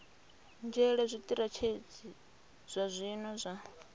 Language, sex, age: Venda, female, 26